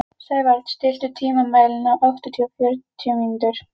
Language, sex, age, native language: Icelandic, female, 11, Icelandic